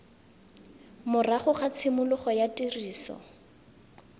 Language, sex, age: Tswana, female, 19